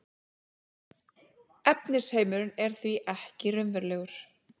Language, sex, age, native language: Icelandic, female, 30-39, Icelandic